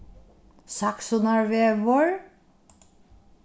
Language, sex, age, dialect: Faroese, female, 61+, Norðurstreymoy/Eysturoy